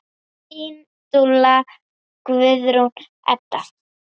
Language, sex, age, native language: Icelandic, female, 8, Icelandic